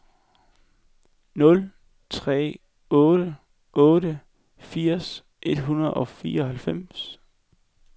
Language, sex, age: Danish, male, 21